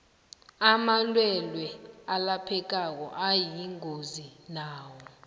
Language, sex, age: South Ndebele, female, 19